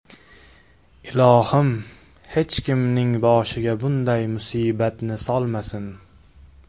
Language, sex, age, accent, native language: Uzbek, male, 19-29, Farg'ona, Uzbek